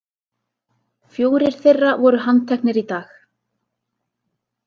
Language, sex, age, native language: Icelandic, female, 30-39, Icelandic